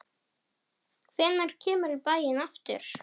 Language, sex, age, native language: Icelandic, female, 10, Icelandic